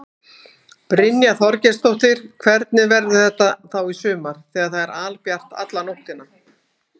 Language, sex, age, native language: Icelandic, female, 18-19, Icelandic